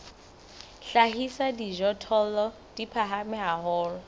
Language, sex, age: Southern Sotho, female, 25